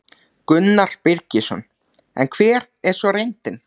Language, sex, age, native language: Icelandic, male, 14, Icelandic